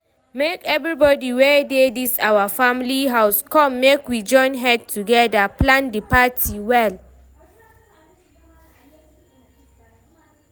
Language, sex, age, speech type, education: Nigerian Pidgin, female, 15-29, read, tertiary